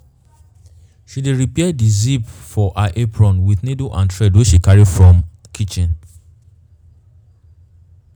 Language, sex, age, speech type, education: Nigerian Pidgin, male, 15-29, spontaneous, tertiary